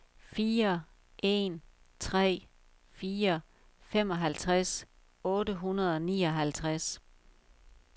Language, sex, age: Danish, female, 51